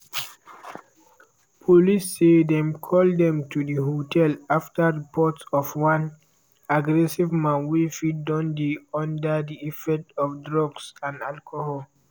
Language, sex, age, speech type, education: Nigerian Pidgin, male, 15-29, spontaneous, tertiary